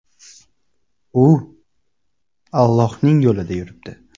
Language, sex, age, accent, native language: Uzbek, male, 18-24, Toshkent viloyati, Uzbek